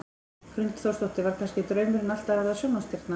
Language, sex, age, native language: Icelandic, female, 14, Icelandic